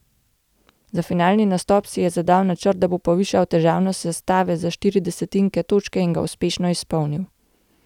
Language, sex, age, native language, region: Slovenian, female, 18-29, Slovenian, Gorenjska region